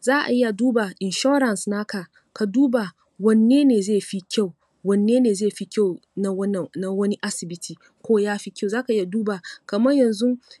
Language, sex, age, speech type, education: Hausa, female, 30-45, spontaneous, tertiary